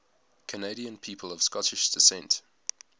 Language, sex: English, male